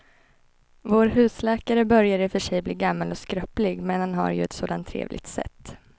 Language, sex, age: Swedish, female, 21